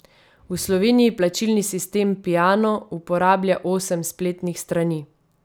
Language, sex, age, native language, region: Slovenian, female, 30-49, Slovenian, Savinja region